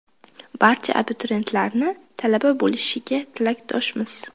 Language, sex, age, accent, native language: Uzbek, female, 19-29, Qashqadaryo, Uzbek